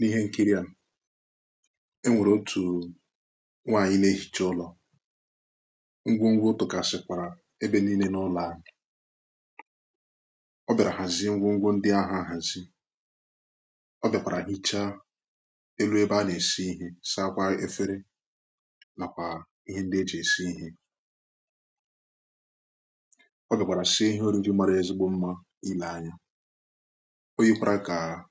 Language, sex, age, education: Igbo, male, 15-29, tertiary